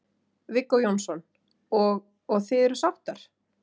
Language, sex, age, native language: Icelandic, female, 30-39, Icelandic